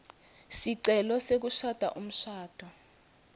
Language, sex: Swati, female